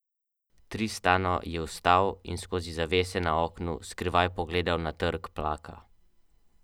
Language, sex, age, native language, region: Slovenian, male, 12-17, Slovenian, Central Slovenia